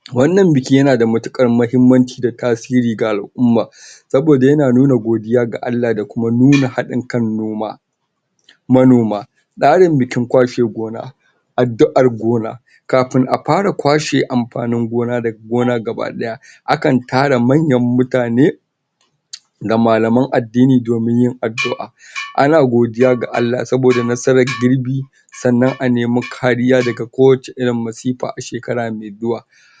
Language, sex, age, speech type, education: Hausa, male, 46-60, spontaneous, tertiary